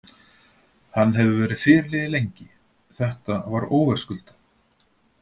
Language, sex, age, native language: Icelandic, male, 40-49, Icelandic